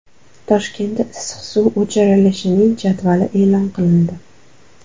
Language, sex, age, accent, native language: Uzbek, female, 12-17, Toshkent shahri, Uzbek